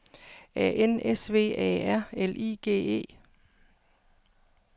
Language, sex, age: Danish, female, 55